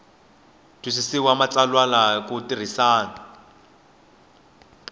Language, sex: Tsonga, male